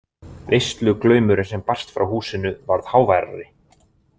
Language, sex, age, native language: Icelandic, male, 20-29, Icelandic